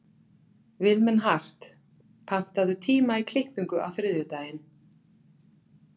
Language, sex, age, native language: Icelandic, female, 40-49, Icelandic